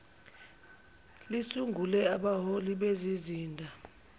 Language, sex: Zulu, female